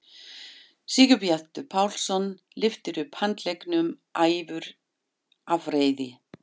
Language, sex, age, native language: Icelandic, female, 50-59, German